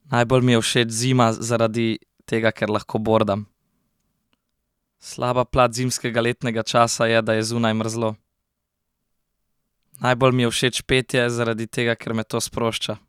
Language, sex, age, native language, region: Slovenian, male, 18-29, Slovenian, Central Slovenia